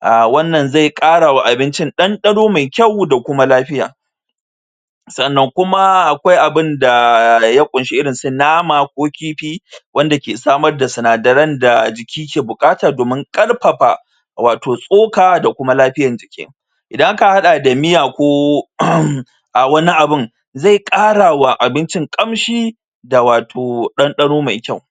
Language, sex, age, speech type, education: Hausa, male, 30-45, spontaneous, tertiary